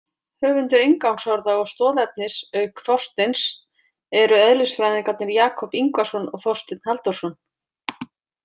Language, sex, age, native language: Icelandic, female, 40-49, Icelandic